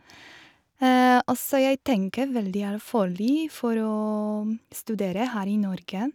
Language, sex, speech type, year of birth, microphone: Norwegian, female, spontaneous, 1986, Shure